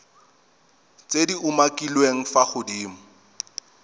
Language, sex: Tswana, male